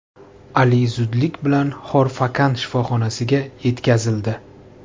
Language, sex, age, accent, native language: Uzbek, male, 25-34, Farg'ona, Uzbek